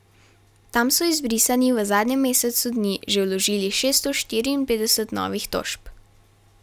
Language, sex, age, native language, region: Slovenian, female, 12-17, Slovenian, Carinthia region